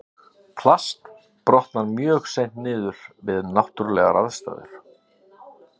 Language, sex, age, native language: Icelandic, male, 50-59, Icelandic